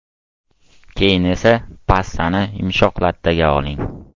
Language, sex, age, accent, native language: Uzbek, male, 12-17, Toshkent viloyati, Uzbek